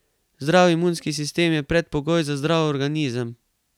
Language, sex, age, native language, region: Slovenian, male, 18-29, Slovenian, Carinthia region